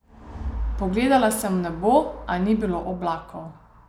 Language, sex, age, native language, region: Slovenian, female, 30-49, Slovenian, Savinja region